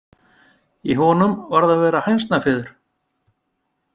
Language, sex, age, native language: Icelandic, male, 50-59, Icelandic